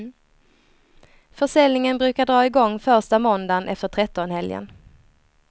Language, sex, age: Swedish, female, 23